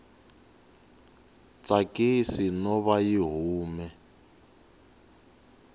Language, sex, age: Tsonga, male, 19